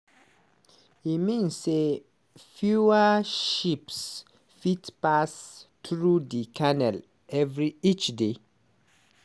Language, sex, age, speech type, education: Nigerian Pidgin, male, 30-45, spontaneous, tertiary